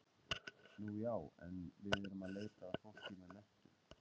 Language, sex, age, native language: Icelandic, male, 30-39, Icelandic